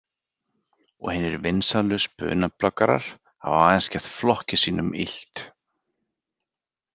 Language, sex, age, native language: Icelandic, male, 40-49, Icelandic